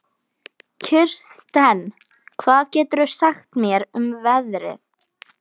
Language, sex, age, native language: Icelandic, female, 12, Icelandic